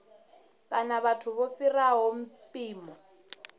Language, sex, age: Venda, female, 34